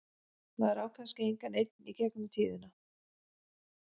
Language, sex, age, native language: Icelandic, female, 40-49, Icelandic